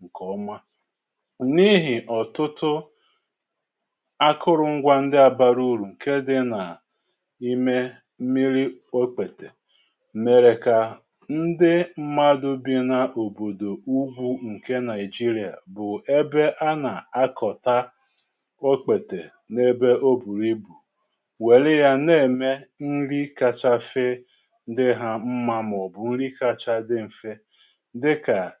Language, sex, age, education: Igbo, male, 30-45, tertiary